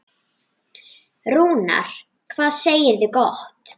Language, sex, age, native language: Icelandic, male, 9, Icelandic